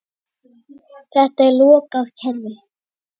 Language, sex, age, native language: Icelandic, male, 10, Icelandic